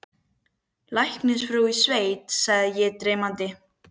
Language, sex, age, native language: Icelandic, other, 12, Icelandic